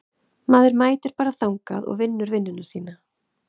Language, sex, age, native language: Icelandic, female, 30-39, Icelandic